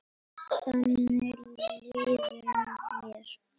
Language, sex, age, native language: Icelandic, female, 8, Icelandic